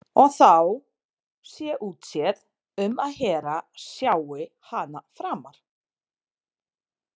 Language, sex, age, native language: Icelandic, female, 30-39, Serbo-Croatian